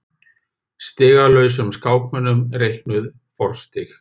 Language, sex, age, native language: Icelandic, male, 50-59, Icelandic